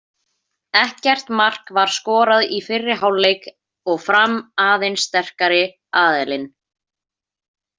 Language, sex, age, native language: Icelandic, female, 20-29, Icelandic